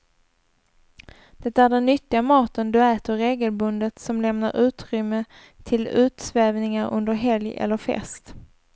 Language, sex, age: Swedish, female, 24